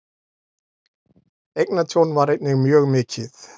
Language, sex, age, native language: Icelandic, male, 40-49, Icelandic